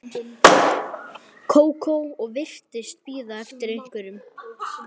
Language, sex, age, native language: Icelandic, male, 11, Icelandic